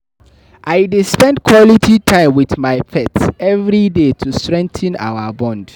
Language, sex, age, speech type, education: Nigerian Pidgin, male, 15-29, read, tertiary